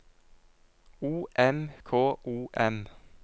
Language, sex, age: Norwegian, male, 22